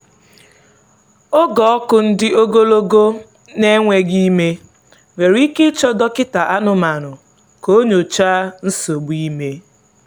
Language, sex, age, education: Igbo, female, 15-29, tertiary